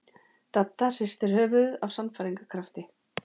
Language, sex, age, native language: Icelandic, female, 40-49, Icelandic